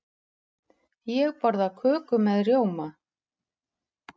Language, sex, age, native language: Icelandic, female, 40-49, Icelandic